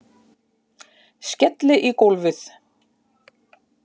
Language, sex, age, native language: Icelandic, female, 50-59, Icelandic